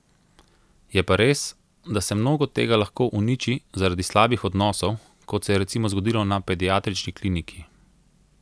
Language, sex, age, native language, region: Slovenian, male, 30-49, Slovenian, Central Slovenia